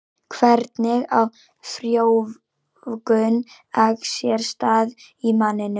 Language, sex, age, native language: Icelandic, female, 18-19, Icelandic